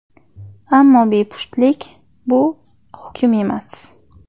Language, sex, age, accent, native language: Uzbek, female, 25-34, Xorazm, Uzbek